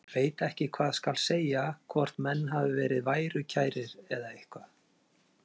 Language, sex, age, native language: Icelandic, male, 40-49, Icelandic